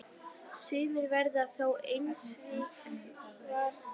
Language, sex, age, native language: Icelandic, female, 10, Icelandic